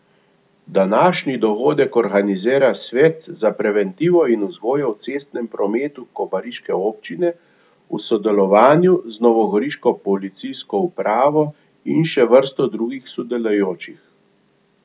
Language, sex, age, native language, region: Slovenian, male, 50-59, Slovenian, Gorenjska region